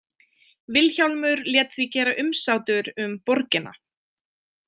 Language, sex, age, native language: Icelandic, female, 20-29, Icelandic